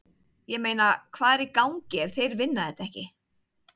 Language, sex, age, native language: Icelandic, female, 30-39, Icelandic